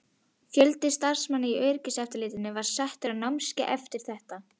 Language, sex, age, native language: Icelandic, female, 12, Icelandic